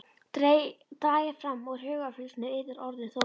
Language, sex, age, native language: Icelandic, female, 11, Icelandic